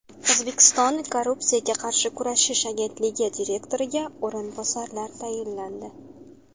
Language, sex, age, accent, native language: Uzbek, female, 19-29, Qashqadaryo, Uzbek